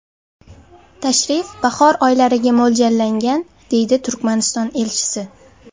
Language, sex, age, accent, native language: Uzbek, female, 18-24, Sirdaryo, Uzbek